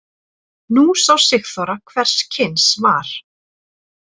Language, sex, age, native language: Icelandic, female, 30-39, Icelandic